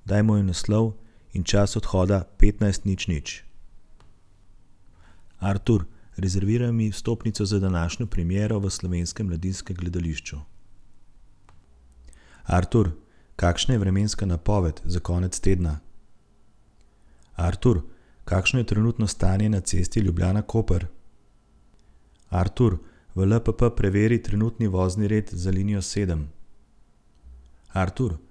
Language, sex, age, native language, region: Slovenian, male, 30-49, Slovenian, Central Slovenia